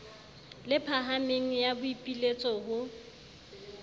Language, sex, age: Southern Sotho, female, 35